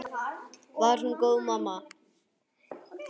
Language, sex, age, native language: Icelandic, male, 9, Icelandic